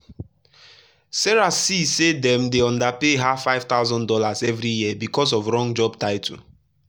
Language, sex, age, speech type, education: Nigerian Pidgin, male, 15-29, spontaneous, tertiary